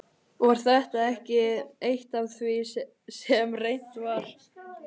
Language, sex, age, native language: Icelandic, male, 11, Icelandic